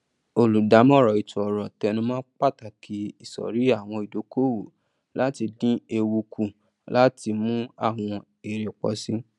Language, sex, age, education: Yoruba, male, 30-45, tertiary